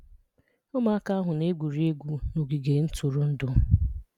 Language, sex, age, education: Igbo, female, 30-45, tertiary